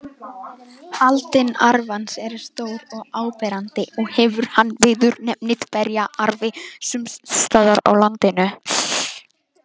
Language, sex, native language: Icelandic, female, Icelandic